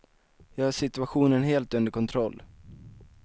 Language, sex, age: Swedish, male, 19